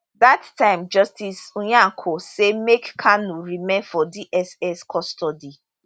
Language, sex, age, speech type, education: Nigerian Pidgin, female, 30-45, spontaneous, tertiary